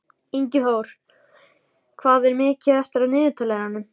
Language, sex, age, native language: Icelandic, male, 14, Icelandic